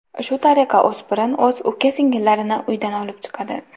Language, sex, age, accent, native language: Uzbek, female, 18-24, Toshkent viloyati, Uzbek